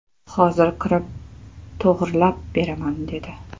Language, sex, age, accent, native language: Uzbek, male, 18-24, Toshkent shahri, Uzbek